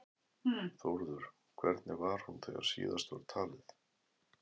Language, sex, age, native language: Icelandic, male, 11, Icelandic